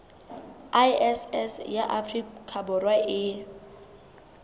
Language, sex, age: Southern Sotho, female, 22